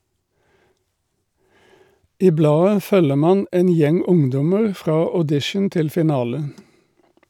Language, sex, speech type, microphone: Norwegian, male, read, Shure